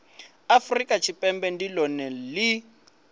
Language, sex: Venda, male